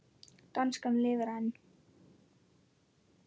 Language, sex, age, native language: Icelandic, male, 9, Icelandic